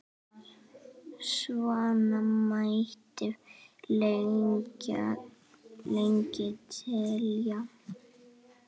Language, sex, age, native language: Icelandic, female, 8, Icelandic